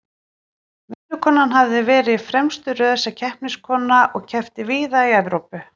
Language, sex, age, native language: Icelandic, female, 40-49, Icelandic